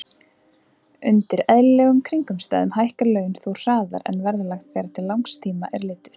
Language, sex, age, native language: Icelandic, female, 20-29, Icelandic